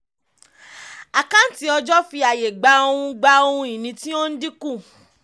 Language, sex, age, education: Yoruba, female, 15-29, tertiary